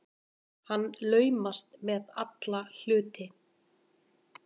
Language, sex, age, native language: Icelandic, male, 10, Icelandic